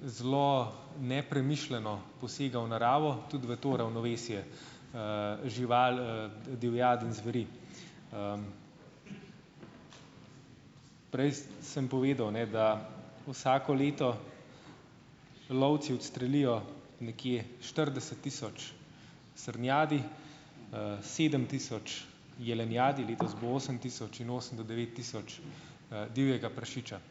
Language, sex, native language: Slovenian, male, Slovenian